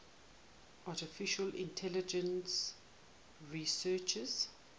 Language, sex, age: English, female, 18